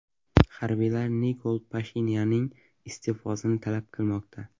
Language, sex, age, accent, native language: Uzbek, male, 12-17, Xorazm, Uzbek